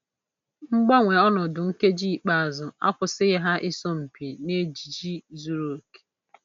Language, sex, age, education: Igbo, female, 30-45, tertiary